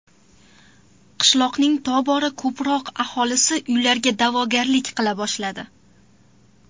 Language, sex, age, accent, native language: Uzbek, female, under 19, Farg'ona, Uzbek